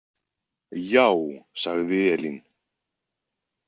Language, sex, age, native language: Icelandic, male, 20-29, Icelandic